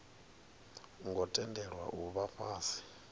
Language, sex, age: Venda, male, 39